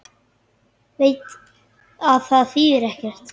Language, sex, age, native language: Icelandic, male, 10, Icelandic